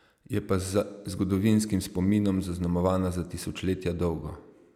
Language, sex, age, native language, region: Slovenian, male, 30-49, Slovenian, Savinja region